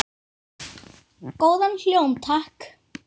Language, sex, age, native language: Icelandic, other, 10, Icelandic